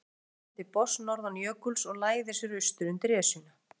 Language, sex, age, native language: Icelandic, female, 40-49, Icelandic